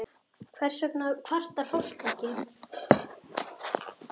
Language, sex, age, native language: Icelandic, male, 10, Icelandic